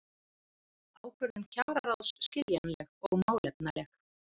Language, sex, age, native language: Icelandic, female, 30-39, Icelandic